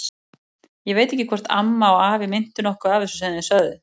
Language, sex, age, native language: Icelandic, female, 40-49, Icelandic